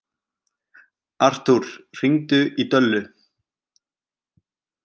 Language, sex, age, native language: Icelandic, male, 20-29, Icelandic